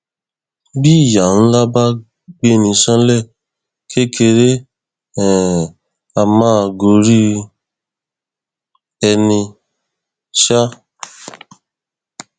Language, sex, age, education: Yoruba, male, 15-29, tertiary